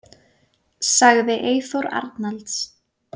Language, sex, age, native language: Icelandic, female, 20-29, Icelandic